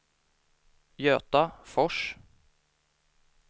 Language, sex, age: Swedish, male, 18